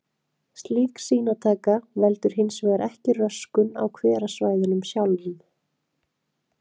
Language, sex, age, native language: Icelandic, female, 30-39, Icelandic